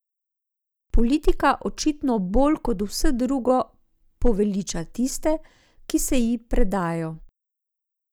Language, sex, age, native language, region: Slovenian, female, 50-59, Slovenian, Zasavska region